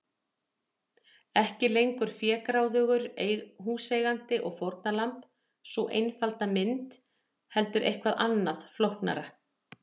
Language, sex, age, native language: Icelandic, female, 40-49, Icelandic